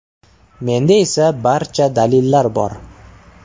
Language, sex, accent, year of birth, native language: Uzbek, male, Toshkent shahri, 1999, Uzbek